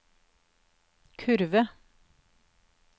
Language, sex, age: Norwegian, female, 48